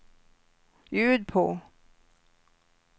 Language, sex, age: Swedish, female, 67